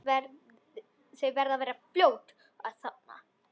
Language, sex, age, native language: Icelandic, female, 10, Icelandic